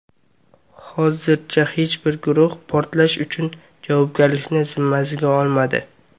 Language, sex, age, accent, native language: Uzbek, male, under 19, Qashqadaryo, Uzbek